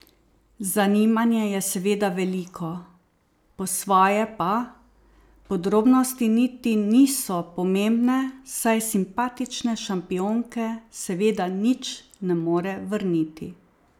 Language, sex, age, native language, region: Slovenian, female, 50-59, Slovenian, Savinja region